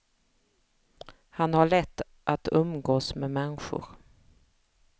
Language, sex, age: Swedish, female, 45